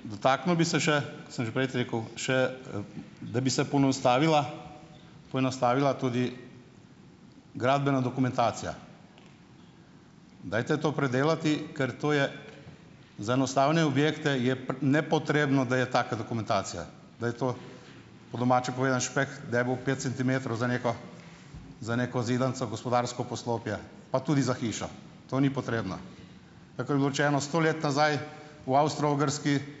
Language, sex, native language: Slovenian, male, Slovenian